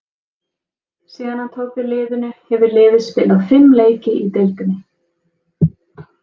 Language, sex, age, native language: Icelandic, female, 20-29, Icelandic